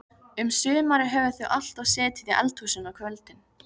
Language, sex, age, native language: Icelandic, female, 15, Icelandic